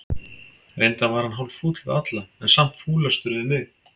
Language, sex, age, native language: Icelandic, male, 50-59, Icelandic